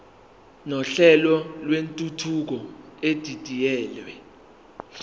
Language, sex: Zulu, male